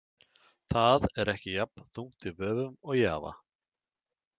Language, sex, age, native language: Icelandic, male, 30-39, Icelandic